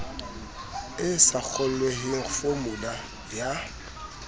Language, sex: Southern Sotho, male